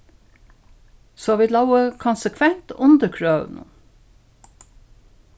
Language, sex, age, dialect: Faroese, female, 61+, Suðurstreymoy